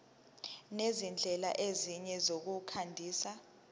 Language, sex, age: Zulu, female, 19